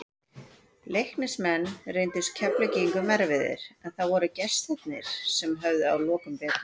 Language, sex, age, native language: Icelandic, female, 40-49, Icelandic